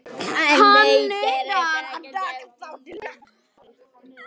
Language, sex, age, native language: Icelandic, female, 13, Icelandic